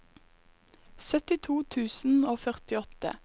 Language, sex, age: Norwegian, female, 21